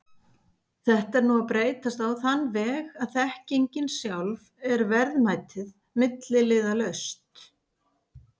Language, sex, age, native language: Icelandic, female, 50-59, Icelandic